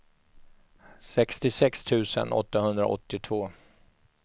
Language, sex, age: Swedish, male, 44